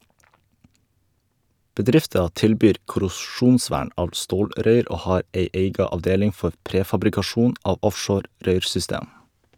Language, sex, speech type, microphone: Norwegian, male, read, Shure